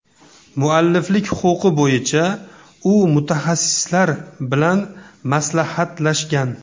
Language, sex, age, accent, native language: Uzbek, male, 35+, Namangan, Uzbek